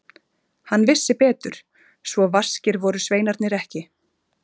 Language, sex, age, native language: Icelandic, female, 30-39, Icelandic